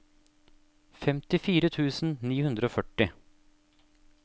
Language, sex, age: Norwegian, male, 28